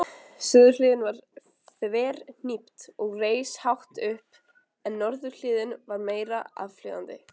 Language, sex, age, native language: Icelandic, other, 20-29, Icelandic